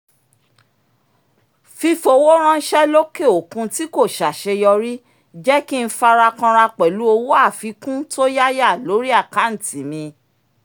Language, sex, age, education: Yoruba, female, 46-60, tertiary